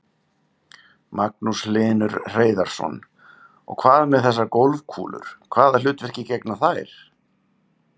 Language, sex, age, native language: Icelandic, male, 50-59, Icelandic